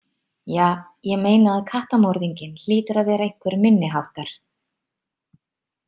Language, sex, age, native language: Icelandic, female, 30-39, Icelandic